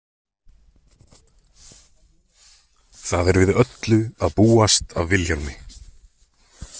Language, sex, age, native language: Icelandic, male, 20-29, Icelandic